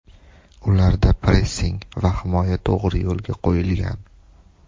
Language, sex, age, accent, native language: Uzbek, male, 18-24, Toshkent shahri, Uzbek